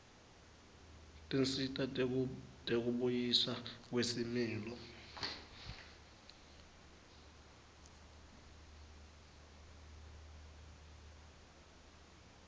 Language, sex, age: Swati, male, 19